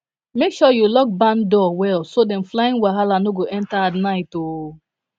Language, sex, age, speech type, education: Nigerian Pidgin, female, 15-29, spontaneous, tertiary